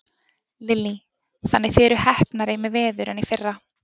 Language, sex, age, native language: Icelandic, female, 20-29, Icelandic